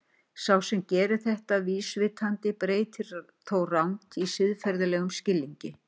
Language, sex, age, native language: Icelandic, female, 60-69, Icelandic